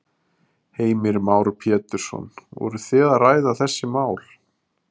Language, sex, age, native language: Icelandic, male, 30-39, Icelandic